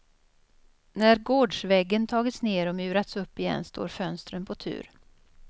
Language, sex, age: Swedish, female, 56